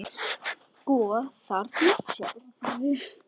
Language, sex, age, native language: Icelandic, male, 10, Icelandic